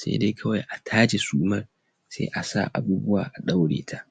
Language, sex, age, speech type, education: Hausa, male, 15-29, spontaneous, tertiary